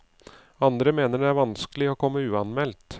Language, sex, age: Norwegian, male, 39